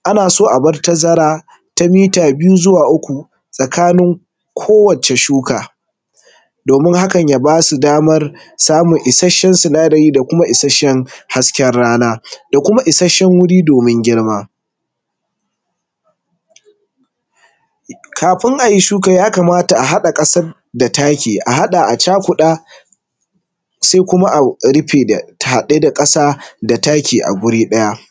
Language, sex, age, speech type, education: Hausa, male, 15-29, spontaneous, tertiary